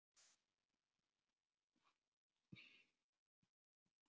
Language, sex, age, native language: Icelandic, male, 70-79, Icelandic